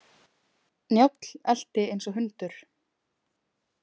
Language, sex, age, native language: Icelandic, female, 20-29, Icelandic